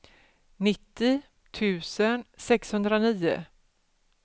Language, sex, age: Swedish, female, 47